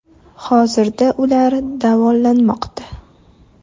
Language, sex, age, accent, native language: Uzbek, female, 19-29, Toshkent shahri, Uzbek